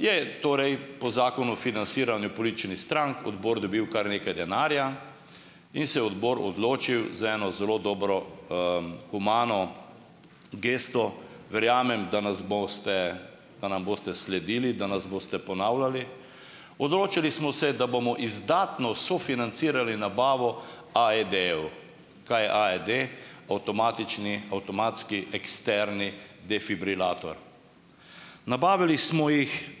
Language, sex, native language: Slovenian, male, Slovenian